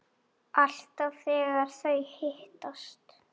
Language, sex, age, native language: Icelandic, female, 8, Icelandic